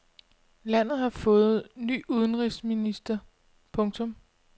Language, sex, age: Danish, female, 25